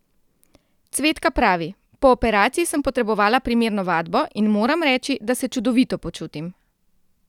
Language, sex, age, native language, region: Slovenian, female, 30-49, Slovenian, Central Slovenia